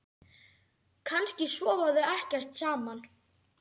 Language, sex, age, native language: Icelandic, male, 10, Icelandic